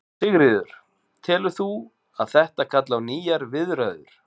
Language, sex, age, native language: Icelandic, male, 40-49, Icelandic